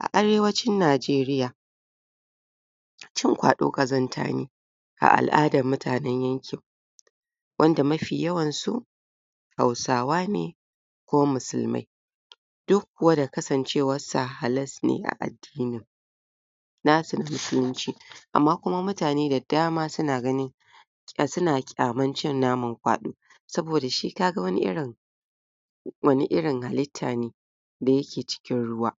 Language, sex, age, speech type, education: Hausa, female, 46-60, spontaneous, tertiary